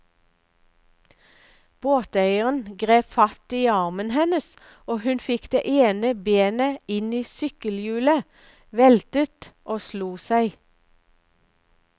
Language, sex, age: Norwegian, female, 59